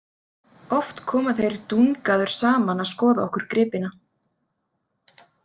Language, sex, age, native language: Icelandic, female, 30-39, Icelandic